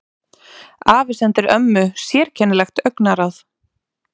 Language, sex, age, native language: Icelandic, female, 30-39, Icelandic